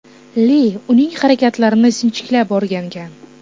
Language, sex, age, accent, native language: Uzbek, female, 18-24, Toshkent shahri, Uzbek